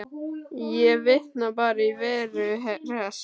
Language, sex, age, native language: Icelandic, male, 12, Icelandic